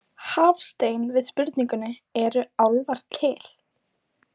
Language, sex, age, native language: Icelandic, female, 20-29, Icelandic